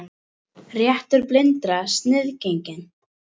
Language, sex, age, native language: Icelandic, female, 18-19, Icelandic